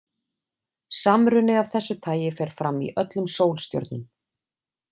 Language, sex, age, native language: Icelandic, female, 40-49, Icelandic